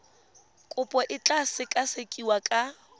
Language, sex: Tswana, female